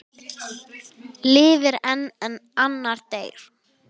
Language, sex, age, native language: Icelandic, female, 10, Icelandic